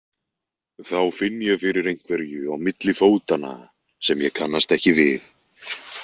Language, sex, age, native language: Icelandic, male, 20-29, Icelandic